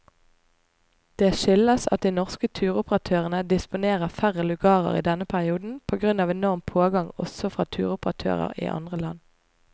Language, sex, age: Norwegian, female, 25